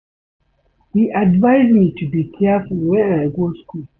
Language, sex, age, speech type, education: Nigerian Pidgin, male, 30-45, read, secondary